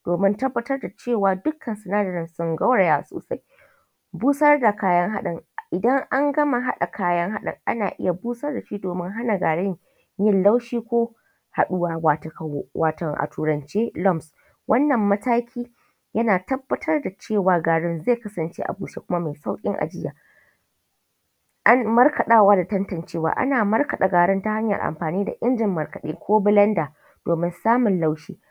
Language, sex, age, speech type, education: Hausa, female, 15-29, spontaneous, tertiary